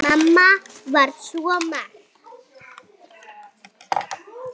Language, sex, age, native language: Icelandic, female, 6, Icelandic